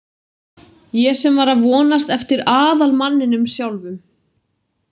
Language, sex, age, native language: Icelandic, female, 30-39, Icelandic